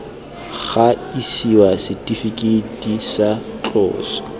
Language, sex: Tswana, male